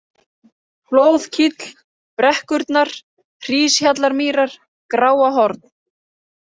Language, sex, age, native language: Icelandic, female, 30-39, Icelandic